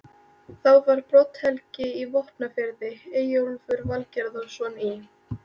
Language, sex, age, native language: Icelandic, female, 13, Icelandic